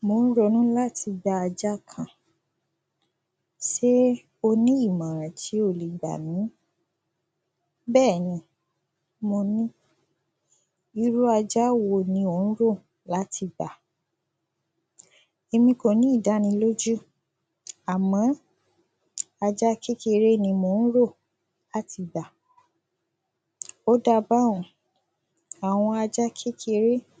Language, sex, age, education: Yoruba, female, 15-29, secondary